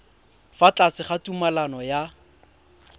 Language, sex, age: Tswana, male, 20